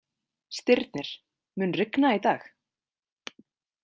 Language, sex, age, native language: Icelandic, female, 20-29, Icelandic